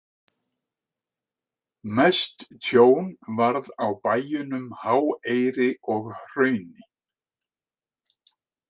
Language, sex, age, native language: Icelandic, male, 60-69, Icelandic